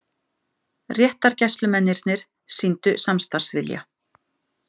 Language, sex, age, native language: Icelandic, female, 50-59, Icelandic